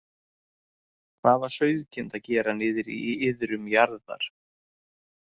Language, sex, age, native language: Icelandic, male, 30-39, Icelandic